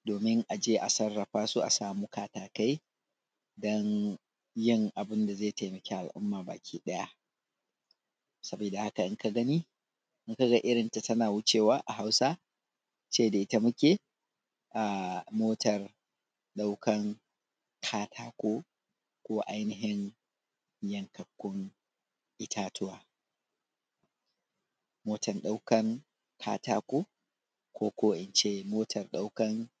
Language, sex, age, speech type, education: Hausa, male, 30-45, spontaneous, tertiary